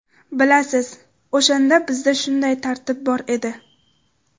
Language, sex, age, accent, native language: Uzbek, female, 12-17, Jizzax, Uzbek